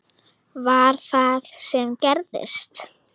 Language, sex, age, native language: Icelandic, female, 9, Icelandic